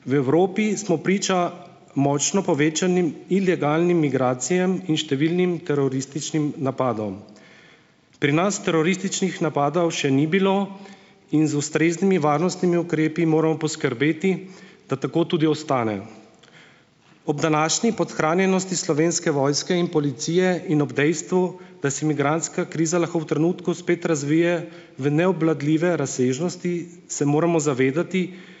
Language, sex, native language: Slovenian, male, Slovenian